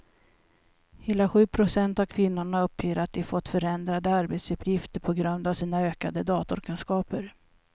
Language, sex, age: Swedish, female, 56